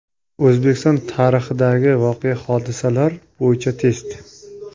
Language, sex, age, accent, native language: Uzbek, male, 25-34, Jizzax, Uzbek